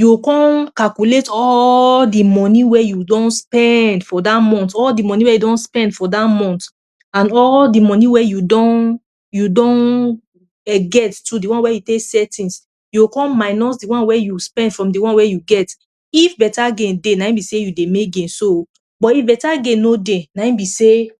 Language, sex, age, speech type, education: Nigerian Pidgin, female, 30-45, spontaneous, tertiary